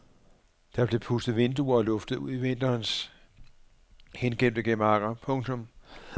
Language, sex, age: Danish, male, 44